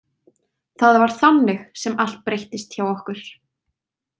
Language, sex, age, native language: Icelandic, female, 20-29, Icelandic